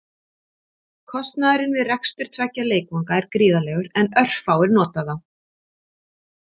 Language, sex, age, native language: Icelandic, female, 50-59, Icelandic